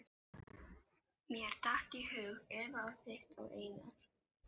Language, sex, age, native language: Icelandic, female, 12, Filipino